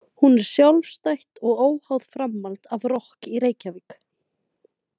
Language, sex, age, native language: Icelandic, female, 20-29, Icelandic